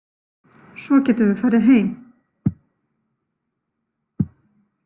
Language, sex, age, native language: Icelandic, female, 50-59, Icelandic